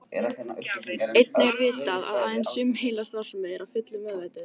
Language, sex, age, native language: Icelandic, other, 18-19, Icelandic